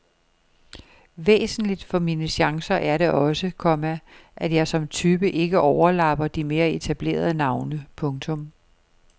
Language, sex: Danish, female